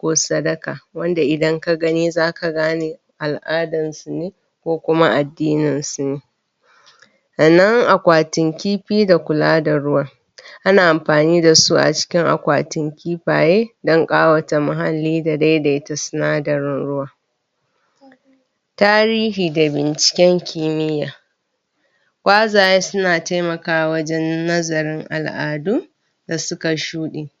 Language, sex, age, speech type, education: Hausa, female, 15-29, spontaneous, primary